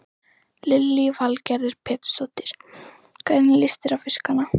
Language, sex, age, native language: Icelandic, female, 11, Icelandic